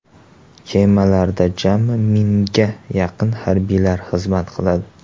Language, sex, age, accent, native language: Uzbek, male, 18-24, Toshkent shahri, Uzbek